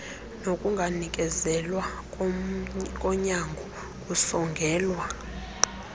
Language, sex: Xhosa, female